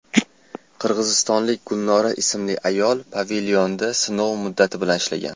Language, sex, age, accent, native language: Uzbek, male, 19-29, Toshkent shahri, Uzbek